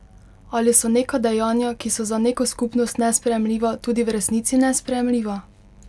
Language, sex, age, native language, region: Slovenian, female, 18-29, Slovenian, Pomurje region